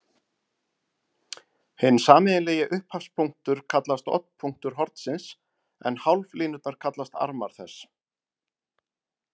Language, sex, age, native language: Icelandic, male, 40-49, Icelandic